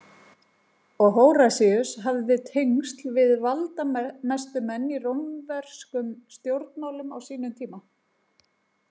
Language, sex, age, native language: Icelandic, female, 40-49, Icelandic